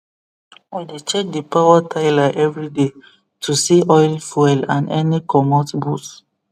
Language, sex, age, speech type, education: Nigerian Pidgin, male, 15-29, spontaneous, tertiary